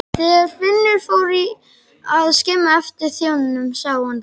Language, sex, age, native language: Icelandic, male, 12, Icelandic